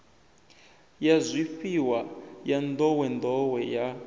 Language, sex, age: Venda, male, 21